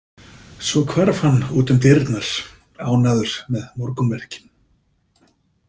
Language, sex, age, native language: Icelandic, male, 50-59, Icelandic